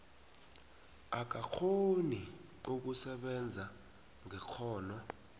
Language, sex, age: South Ndebele, male, 19